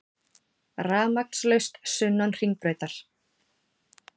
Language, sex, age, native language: Icelandic, female, 40-49, Icelandic